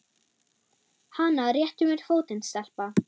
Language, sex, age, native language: Icelandic, female, 9, German